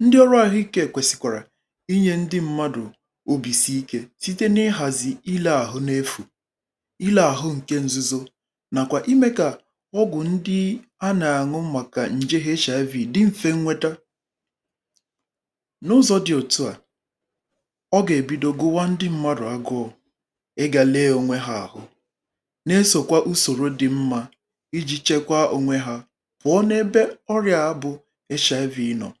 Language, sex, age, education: Igbo, male, 30-45, tertiary